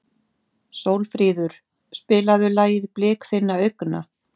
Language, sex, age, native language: Icelandic, female, 50-59, Icelandic